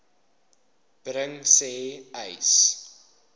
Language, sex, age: Afrikaans, male, 19